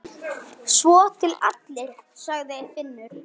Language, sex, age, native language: Icelandic, male, 9, Icelandic